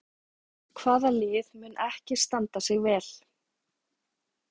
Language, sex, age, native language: Icelandic, female, 40-49, Icelandic